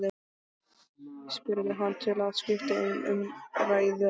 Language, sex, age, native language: Icelandic, male, 12, Icelandic